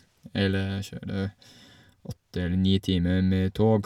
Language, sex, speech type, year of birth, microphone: Norwegian, male, spontaneous, 1983, Shure